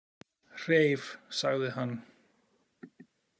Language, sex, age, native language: Icelandic, male, 40-49, Icelandic